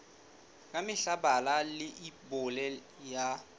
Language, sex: Southern Sotho, male